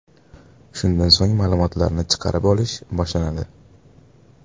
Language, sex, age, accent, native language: Uzbek, male, 18-24, Farg'ona, Uzbek